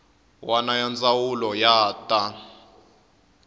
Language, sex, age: Tsonga, male, 21